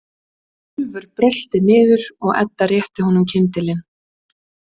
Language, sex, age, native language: Icelandic, female, 20-29, Icelandic